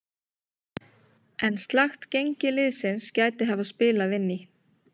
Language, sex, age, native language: Icelandic, female, 30-39, Icelandic